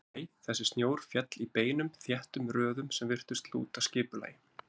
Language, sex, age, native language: Icelandic, male, 30-39, Icelandic